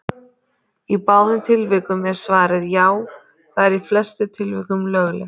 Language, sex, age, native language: Icelandic, female, 30-39, Icelandic